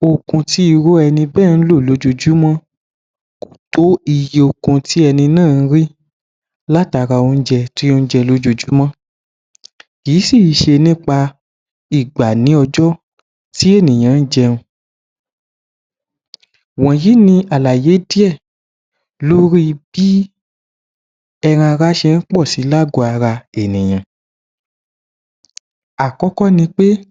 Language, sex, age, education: Yoruba, male, 15-29, tertiary